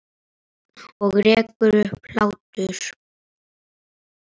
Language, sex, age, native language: Icelandic, male, 8, Icelandic